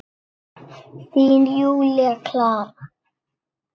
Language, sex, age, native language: Icelandic, male, 7, Icelandic